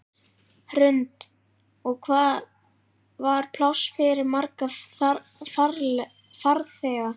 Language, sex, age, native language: Icelandic, male, 11, Icelandic